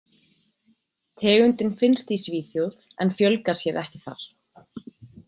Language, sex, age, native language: Icelandic, female, 20-29, Icelandic